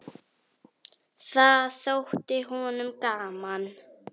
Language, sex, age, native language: Icelandic, female, 9, Icelandic